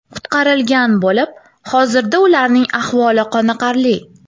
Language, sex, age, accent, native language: Uzbek, female, 19-29, Toshkent shahri, Uzbek